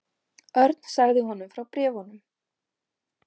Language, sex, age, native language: Icelandic, female, 50-59, Icelandic